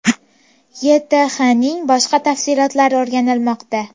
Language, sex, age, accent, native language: Uzbek, female, 18-24, Farg'ona, Uzbek